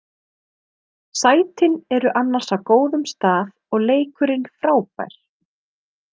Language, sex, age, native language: Icelandic, female, 30-39, Icelandic